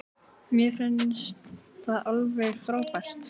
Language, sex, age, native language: Icelandic, other, 18-19, Icelandic